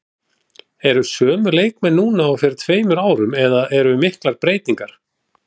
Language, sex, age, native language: Icelandic, male, 40-49, Icelandic